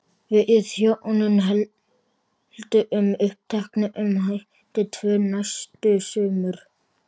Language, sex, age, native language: Icelandic, male, 12, Icelandic